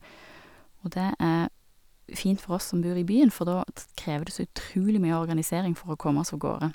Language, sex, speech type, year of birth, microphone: Norwegian, female, spontaneous, 1969, Sennheiser